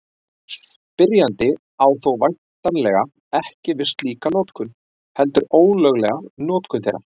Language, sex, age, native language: Icelandic, male, 40-49, Icelandic